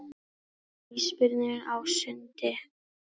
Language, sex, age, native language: Icelandic, female, 18-19, Icelandic